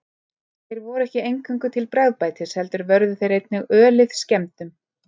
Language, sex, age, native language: Icelandic, female, 30-39, Icelandic